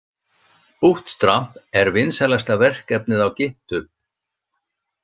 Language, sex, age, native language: Icelandic, male, 60-69, Icelandic